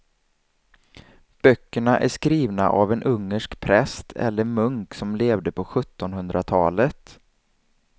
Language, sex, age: Swedish, male, 27